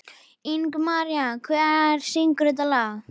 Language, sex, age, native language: Icelandic, female, 11, Icelandic